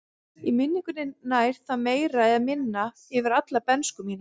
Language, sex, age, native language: Icelandic, female, 30-39, Icelandic